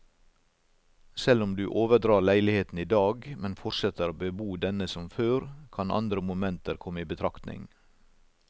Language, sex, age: Norwegian, male, 56